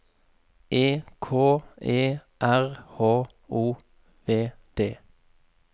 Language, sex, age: Norwegian, male, 33